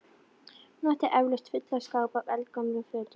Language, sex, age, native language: Icelandic, female, 11, Icelandic